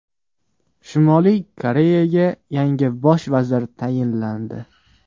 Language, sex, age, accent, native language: Uzbek, male, 18-24, Sirdaryo, Uzbek